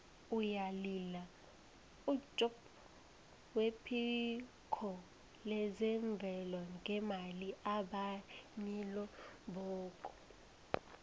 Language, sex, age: South Ndebele, female, 20